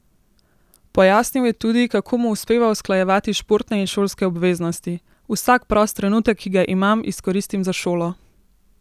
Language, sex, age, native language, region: Slovenian, female, 18-29, Slovenian, Central Slovenia